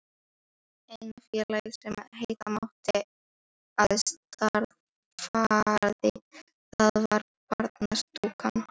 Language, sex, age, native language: Icelandic, female, 13, Icelandic